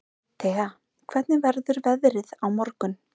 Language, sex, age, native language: Icelandic, female, 30-39, Icelandic